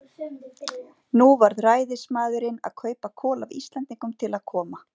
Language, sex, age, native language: Icelandic, female, 40-49, Icelandic